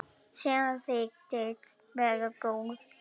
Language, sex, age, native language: Icelandic, female, 10, Icelandic